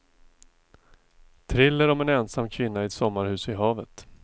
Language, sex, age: Swedish, male, 42